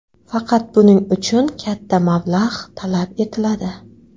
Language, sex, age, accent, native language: Uzbek, female, 18-24, Qoraqalpog'iston, Karakalpak